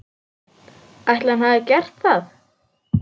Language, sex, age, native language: Icelandic, female, 9, Icelandic